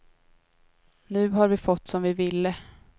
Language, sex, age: Swedish, female, 22